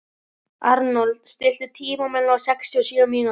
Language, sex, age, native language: Icelandic, male, 11, Icelandic